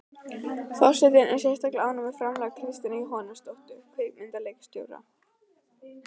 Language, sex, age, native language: Icelandic, female, 12, Icelandic